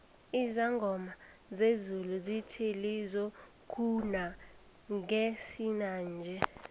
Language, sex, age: South Ndebele, female, 20